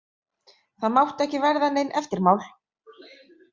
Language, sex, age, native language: Icelandic, female, 40-49, Icelandic